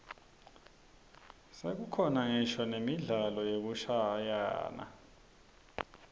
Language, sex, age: Swati, male, 26